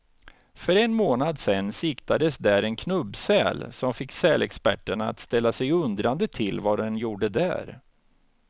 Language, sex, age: Swedish, male, 49